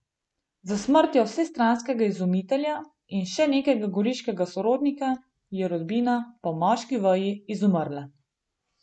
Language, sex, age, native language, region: Slovenian, female, 18-29, Slovenian, Gorenjska region